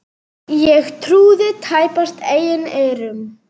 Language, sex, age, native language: Icelandic, female, 9, Serbo-Croatian